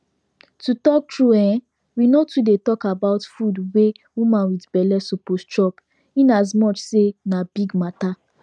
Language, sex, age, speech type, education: Nigerian Pidgin, female, 15-29, spontaneous, tertiary